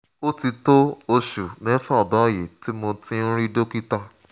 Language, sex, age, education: Yoruba, male, 15-29, tertiary